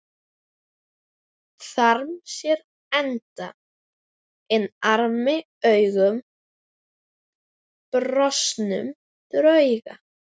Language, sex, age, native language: Icelandic, female, 11, Icelandic